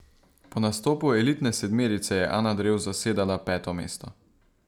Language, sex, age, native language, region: Slovenian, male, 18-29, Slovenian, Savinja region